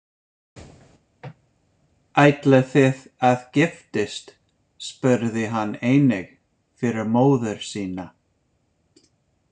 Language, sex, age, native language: Icelandic, male, 50-59, English